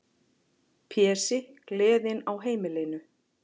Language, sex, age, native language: Icelandic, female, 40-49, Icelandic